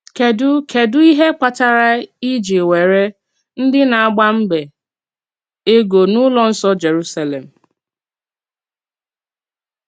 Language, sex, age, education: Igbo, female, 30-45, tertiary